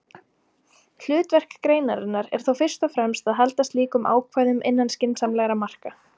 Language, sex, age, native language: Icelandic, female, 30-39, Icelandic